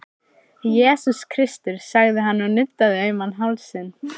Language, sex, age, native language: Icelandic, female, 12, Icelandic